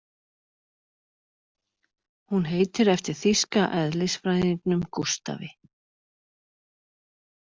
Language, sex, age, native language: Icelandic, female, 40-49, Icelandic